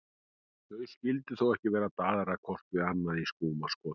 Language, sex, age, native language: Icelandic, male, 40-49, Icelandic